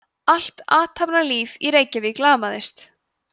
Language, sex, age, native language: Icelandic, female, 20-29, Icelandic